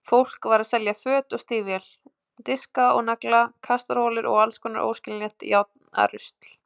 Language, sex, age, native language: Icelandic, female, 20-29, Icelandic